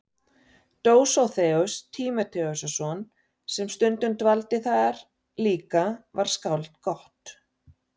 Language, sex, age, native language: Icelandic, female, 40-49, Icelandic